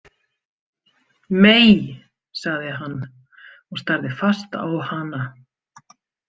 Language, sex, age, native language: Icelandic, female, 50-59, Icelandic